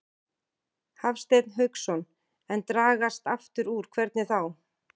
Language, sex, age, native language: Icelandic, female, 40-49, Icelandic